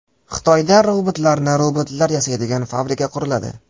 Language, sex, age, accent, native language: Uzbek, male, 18-24, Jizzax, Uzbek